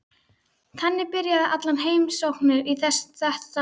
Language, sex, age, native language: Icelandic, female, 12, Icelandic